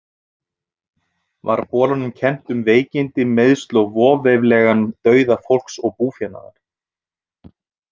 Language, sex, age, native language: Icelandic, male, 30-39, Icelandic